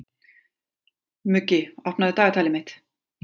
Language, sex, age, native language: Icelandic, female, 40-49, Icelandic